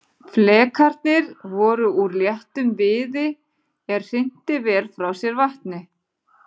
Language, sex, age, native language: Icelandic, female, 40-49, Icelandic